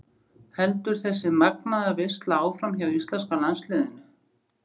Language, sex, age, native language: Icelandic, female, 60-69, Icelandic